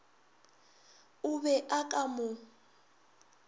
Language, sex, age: Northern Sotho, female, 21